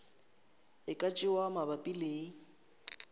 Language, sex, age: Northern Sotho, male, 23